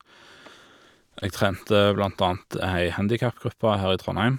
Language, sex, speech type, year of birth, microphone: Norwegian, male, spontaneous, 1985, Shure